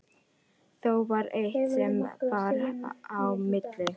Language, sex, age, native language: Icelandic, female, 14, Icelandic